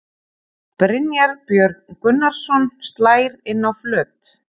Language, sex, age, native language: Icelandic, female, 30-39, Icelandic